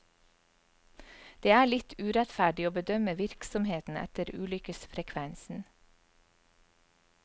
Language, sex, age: Norwegian, female, 44